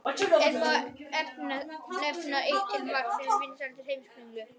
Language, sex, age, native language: Icelandic, other, 12, Icelandic